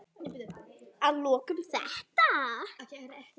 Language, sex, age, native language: Icelandic, female, 10, Icelandic